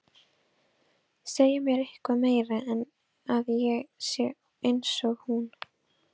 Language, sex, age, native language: Icelandic, female, 12, Icelandic